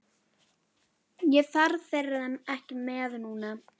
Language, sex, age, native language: Icelandic, female, 12, Icelandic